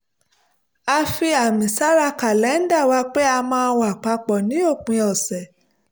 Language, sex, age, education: Yoruba, female, 30-45, tertiary